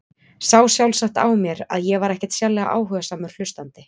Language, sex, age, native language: Icelandic, female, 20-29, Icelandic